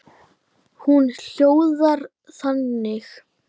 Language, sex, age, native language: Icelandic, female, 9, Icelandic